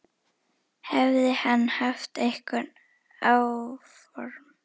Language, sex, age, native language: Icelandic, female, 10, Icelandic